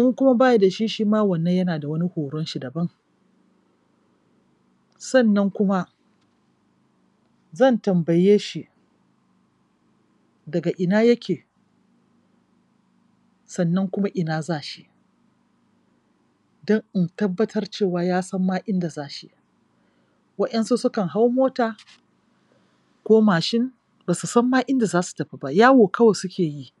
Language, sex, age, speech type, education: Hausa, female, 46-60, spontaneous, tertiary